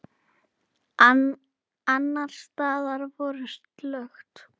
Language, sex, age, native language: Icelandic, female, 9, Icelandic